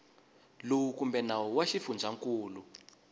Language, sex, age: Tsonga, male, 22